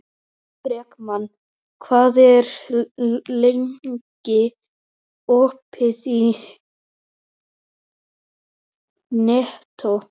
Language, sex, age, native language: Icelandic, male, 12, Icelandic